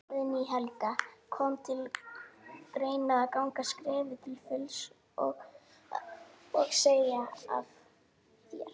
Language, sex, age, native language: Icelandic, female, 18-19, Icelandic